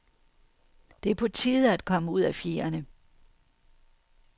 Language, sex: Danish, female